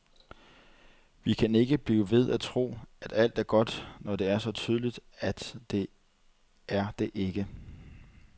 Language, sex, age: Danish, male, 30